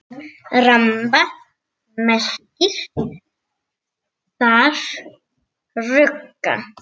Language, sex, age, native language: Icelandic, female, 7, Icelandic